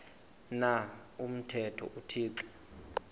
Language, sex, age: Xhosa, male, 22